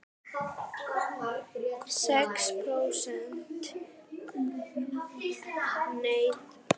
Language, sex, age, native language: Icelandic, female, 18-19, Icelandic